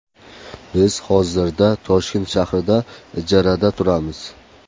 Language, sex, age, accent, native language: Uzbek, male, 18-24, Qashqadaryo, Uzbek